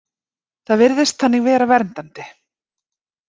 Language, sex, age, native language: Icelandic, female, 40-49, Icelandic